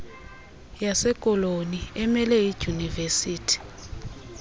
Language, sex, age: Xhosa, female, 24